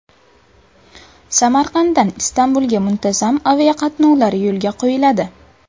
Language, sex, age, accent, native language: Uzbek, female, under 19, Buxoro, Uzbek